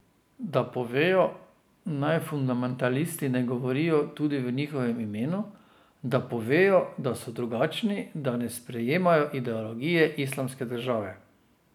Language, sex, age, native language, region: Slovenian, male, 50-59, Slovenian, Drava region